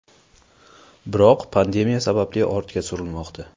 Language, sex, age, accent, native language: Uzbek, male, 19-29, Qashqadaryo, Uzbek